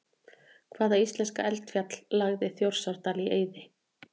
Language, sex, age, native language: Icelandic, female, 40-49, Icelandic